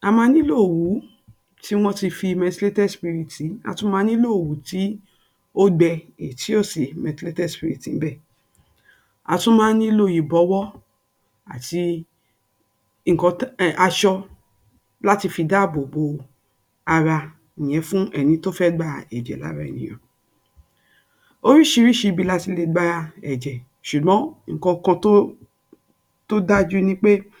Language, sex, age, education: Yoruba, female, 60+, tertiary